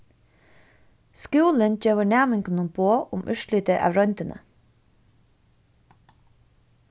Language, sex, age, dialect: Faroese, female, 15-35, Suðurstreymoy